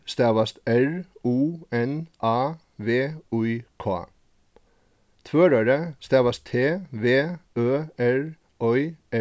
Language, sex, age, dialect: Faroese, male, 36-60, Suðurstreymoy